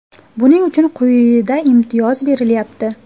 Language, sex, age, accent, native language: Uzbek, female, 18-24, Toshkent viloyati, Uzbek